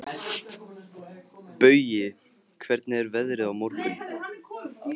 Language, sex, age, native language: Icelandic, male, 15, Icelandic